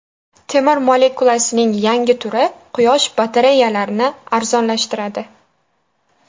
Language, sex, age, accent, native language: Uzbek, female, 12-17, Sirdaryo, Uzbek